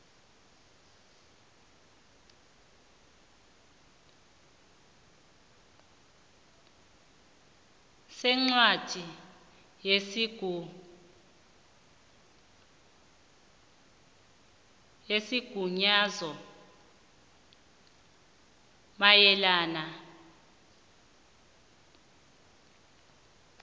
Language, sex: South Ndebele, female